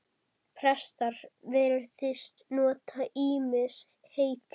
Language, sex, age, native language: Icelandic, female, 10, Icelandic